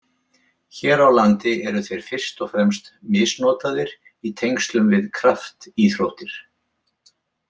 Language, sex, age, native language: Icelandic, male, 70-79, Icelandic